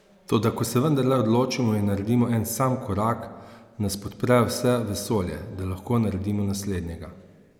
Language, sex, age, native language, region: Slovenian, male, 30-49, Slovenian, Savinja region